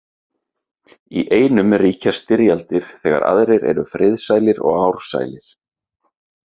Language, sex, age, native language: Icelandic, male, 30-39, Icelandic